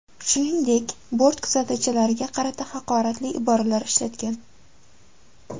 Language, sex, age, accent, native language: Uzbek, female, 19-29, Samarqand, Uzbek